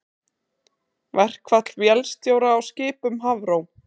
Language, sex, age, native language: Icelandic, female, 30-39, Icelandic